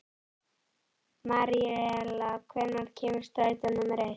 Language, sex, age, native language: Icelandic, female, 11, Icelandic